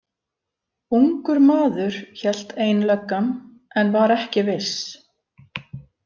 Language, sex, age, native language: Icelandic, female, 50-59, Icelandic